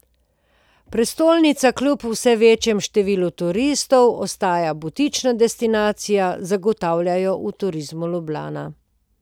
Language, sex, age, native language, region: Slovenian, female, 50-59, Slovenian, Posavska region